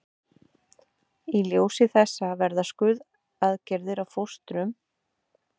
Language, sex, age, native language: Icelandic, female, 50-59, Icelandic